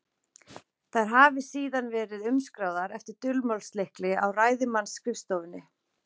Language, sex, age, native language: Icelandic, female, 40-49, Icelandic